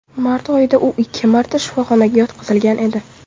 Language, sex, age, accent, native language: Uzbek, female, 18-24, Toshkent shahri, Uzbek